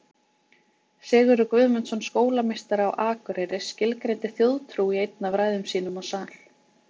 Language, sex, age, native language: Icelandic, female, 20-29, Icelandic